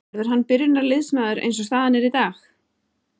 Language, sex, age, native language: Icelandic, female, 30-39, Icelandic